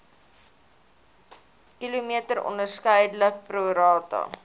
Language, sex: Afrikaans, female